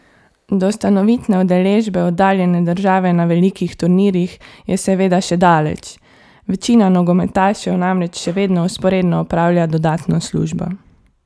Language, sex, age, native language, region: Slovenian, female, 18-29, Slovenian, Savinja region